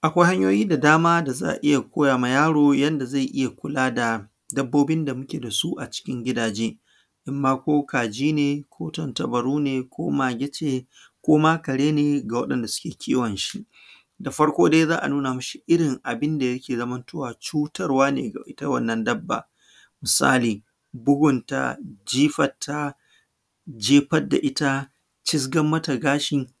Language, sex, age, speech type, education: Hausa, female, 15-29, spontaneous, secondary